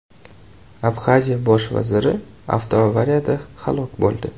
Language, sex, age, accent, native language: Uzbek, male, 18-24, Jizzax, Uzbek